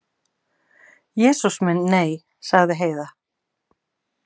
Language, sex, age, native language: Icelandic, female, 50-59, Icelandic